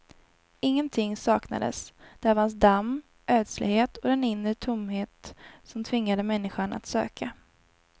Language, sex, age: Swedish, female, 19